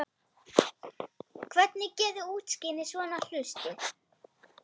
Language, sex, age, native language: Icelandic, female, 8, Icelandic